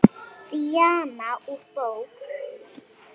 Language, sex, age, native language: Icelandic, female, 9, Icelandic